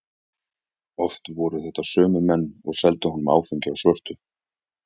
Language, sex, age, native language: Icelandic, male, 20-29, Icelandic